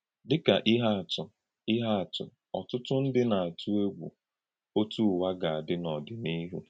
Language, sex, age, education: Igbo, male, 15-29, tertiary